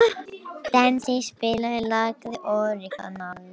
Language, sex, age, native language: Icelandic, other, 18-19, Icelandic